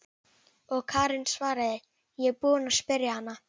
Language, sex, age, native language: Icelandic, female, 11, Icelandic